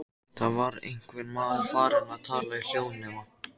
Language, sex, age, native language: Icelandic, male, 14, Icelandic